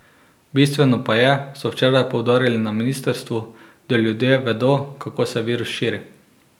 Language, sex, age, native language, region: Slovenian, male, 18-29, Slovenian, Drava region